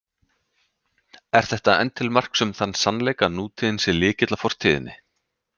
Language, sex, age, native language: Icelandic, male, 30-39, Icelandic